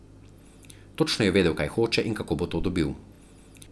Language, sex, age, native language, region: Slovenian, male, 30-49, Slovenian, Central Slovenia